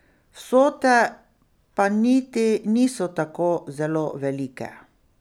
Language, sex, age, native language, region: Slovenian, female, 60+, Slovenian, Pomurje region